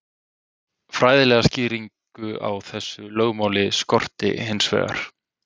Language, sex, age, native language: Icelandic, male, 30-39, Icelandic